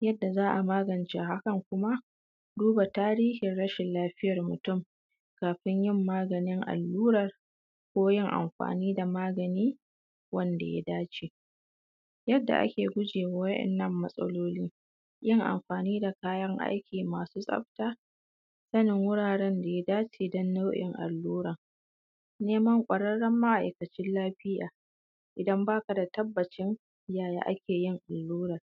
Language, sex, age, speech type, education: Hausa, female, 15-29, spontaneous, secondary